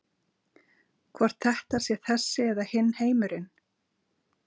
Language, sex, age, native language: Icelandic, female, 50-59, Icelandic